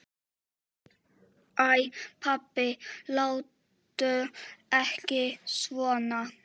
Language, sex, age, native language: Icelandic, female, 7, Czech